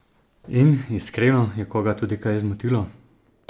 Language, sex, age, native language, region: Slovenian, male, 30-49, Slovenian, Zasavska region